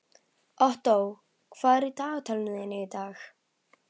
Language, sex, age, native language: Icelandic, female, 12, Icelandic